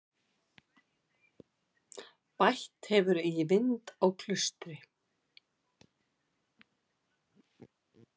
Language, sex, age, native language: Icelandic, female, 50-59, Icelandic